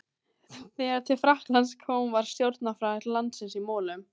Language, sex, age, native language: Icelandic, female, 18-19, Icelandic